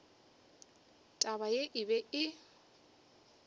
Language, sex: Northern Sotho, female